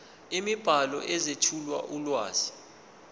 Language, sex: Zulu, male